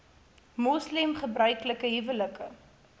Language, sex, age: Afrikaans, female, 18